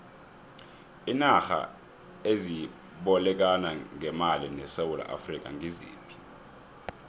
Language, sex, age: South Ndebele, male, 23